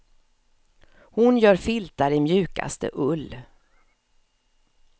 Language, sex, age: Swedish, female, 54